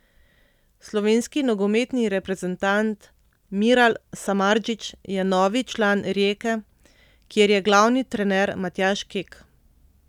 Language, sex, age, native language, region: Slovenian, female, 30-49, Slovenian, Central Slovenia